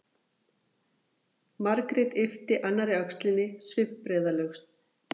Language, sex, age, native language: Icelandic, female, 40-49, Icelandic